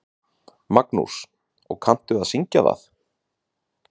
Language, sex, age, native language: Icelandic, male, 30-39, Icelandic